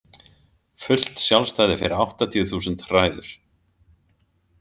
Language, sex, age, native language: Icelandic, male, 50-59, Icelandic